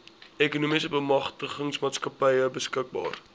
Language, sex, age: Afrikaans, male, 20